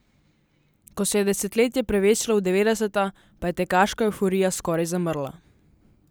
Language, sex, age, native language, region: Slovenian, female, 18-29, Slovenian, Southeast Slovenia